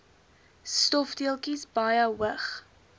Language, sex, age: Afrikaans, female, 18